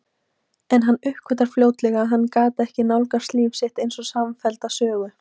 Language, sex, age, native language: Icelandic, female, 18-19, Icelandic